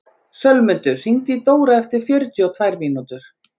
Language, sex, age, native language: Icelandic, female, 40-49, Icelandic